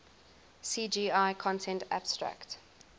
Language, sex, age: English, female, 20